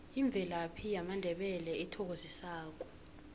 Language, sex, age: South Ndebele, female, 18